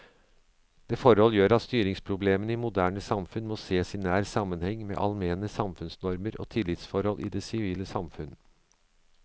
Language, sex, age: Norwegian, male, 63